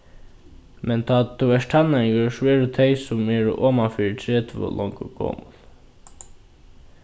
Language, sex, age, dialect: Faroese, male, 15-35, Norðurstreymoy/Eysturoy